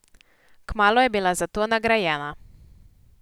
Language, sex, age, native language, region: Slovenian, female, 18-29, Slovenian, Posavska region